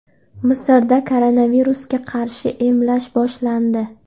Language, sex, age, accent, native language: Uzbek, female, under 19, Andijon, Uzbek